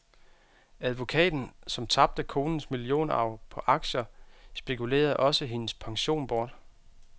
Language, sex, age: Danish, male, 32